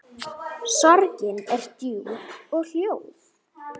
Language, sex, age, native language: Icelandic, female, 9, Icelandic